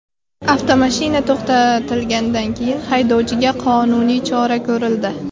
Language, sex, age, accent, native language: Uzbek, female, 18-24, Navoiy, Uzbek